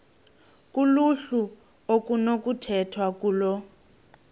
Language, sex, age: Xhosa, female, 18